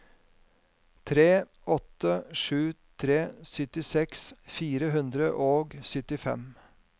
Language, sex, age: Norwegian, male, 50